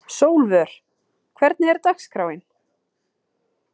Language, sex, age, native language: Icelandic, female, 30-39, Icelandic